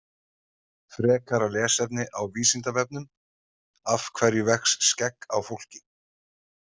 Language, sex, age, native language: Icelandic, male, 30-39, Icelandic